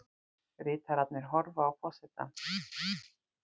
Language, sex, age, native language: Icelandic, female, 40-49, Icelandic